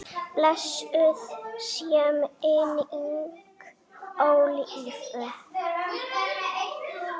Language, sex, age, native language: Icelandic, female, 8, Icelandic